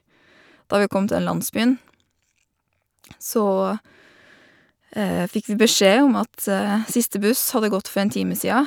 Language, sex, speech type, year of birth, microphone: Norwegian, female, spontaneous, 1987, Shure